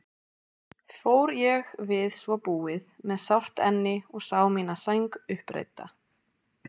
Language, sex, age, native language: Icelandic, female, 20-29, Icelandic